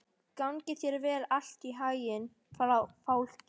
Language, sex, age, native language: Icelandic, female, 13, Icelandic